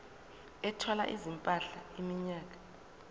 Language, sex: Zulu, female